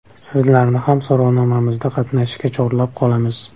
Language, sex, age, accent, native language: Uzbek, male, 18-24, Namangan, Uzbek